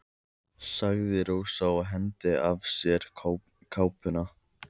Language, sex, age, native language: Icelandic, male, 14, Icelandic